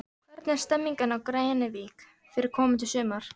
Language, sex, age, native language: Icelandic, female, 13, Icelandic